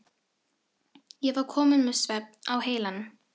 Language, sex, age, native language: Icelandic, female, 13, Filipino